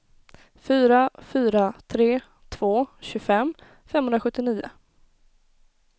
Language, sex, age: Swedish, female, 21